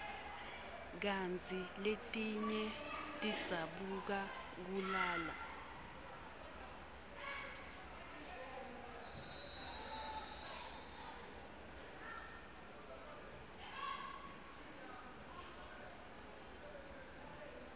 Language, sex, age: Swati, female, 22